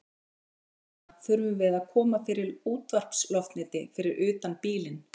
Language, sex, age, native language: Icelandic, female, 40-49, Icelandic